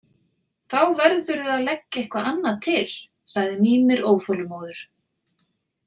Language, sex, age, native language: Icelandic, female, 40-49, Icelandic